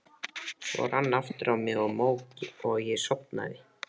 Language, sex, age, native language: Icelandic, male, 13, Icelandic